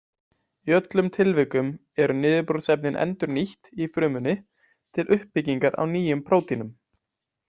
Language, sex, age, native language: Icelandic, male, 20-29, Icelandic